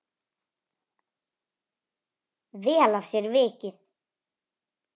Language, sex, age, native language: Icelandic, female, 9, Icelandic